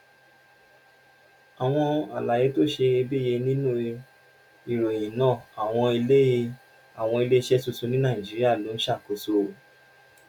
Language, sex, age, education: Yoruba, male, 30-45, tertiary